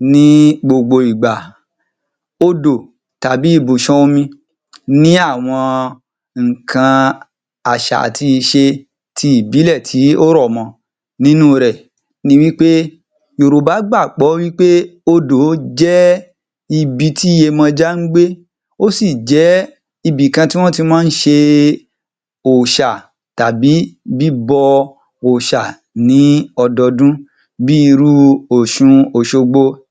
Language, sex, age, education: Yoruba, male, 30-45, tertiary